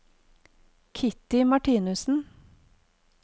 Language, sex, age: Norwegian, female, 48